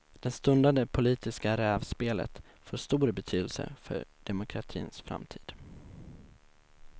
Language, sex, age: Swedish, male, 19